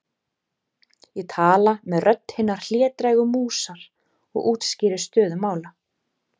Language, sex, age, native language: Icelandic, female, 30-39, Icelandic